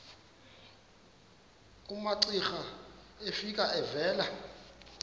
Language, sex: Xhosa, male